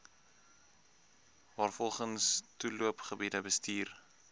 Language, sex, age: Afrikaans, male, 20